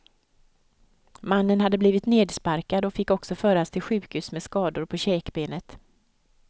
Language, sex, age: Swedish, female, 55